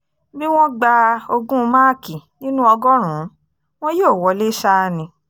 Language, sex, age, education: Yoruba, female, 15-29, tertiary